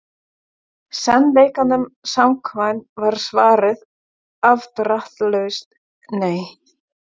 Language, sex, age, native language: Icelandic, female, 40-49, German